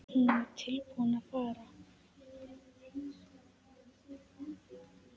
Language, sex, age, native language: Icelandic, female, 10, Icelandic